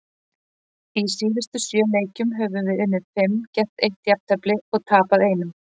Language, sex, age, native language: Icelandic, female, 40-49, Icelandic